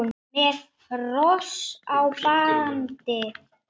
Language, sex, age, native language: Icelandic, male, 9, Icelandic